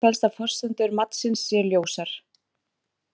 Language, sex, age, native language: Icelandic, female, 30-39, Icelandic